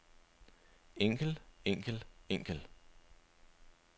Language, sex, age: Danish, male, 25